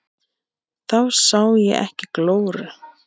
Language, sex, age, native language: Icelandic, male, 8, Icelandic